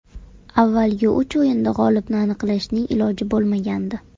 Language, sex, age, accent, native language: Uzbek, female, 18-24, Toshkent shahri, Uzbek